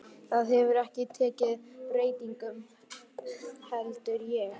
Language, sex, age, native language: Icelandic, male, 11, Icelandic